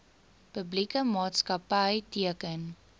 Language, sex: Afrikaans, female